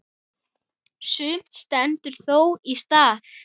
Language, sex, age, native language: Icelandic, male, 9, Icelandic